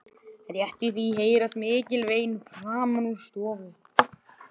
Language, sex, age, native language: Icelandic, male, 11, Icelandic